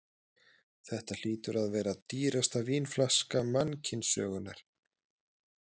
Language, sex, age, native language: Icelandic, male, 30-39, Icelandic